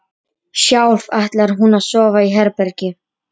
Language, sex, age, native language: Icelandic, female, 30-39, Polish